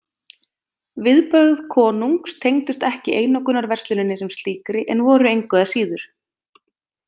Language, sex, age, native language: Icelandic, female, 20-29, Icelandic